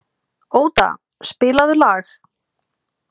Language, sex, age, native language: Icelandic, female, 30-39, Icelandic